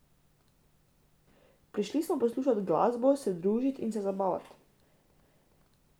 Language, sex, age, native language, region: Slovenian, female, 18-29, Slovenian, Drava region